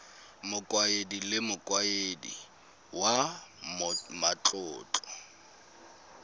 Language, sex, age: Tswana, male, 22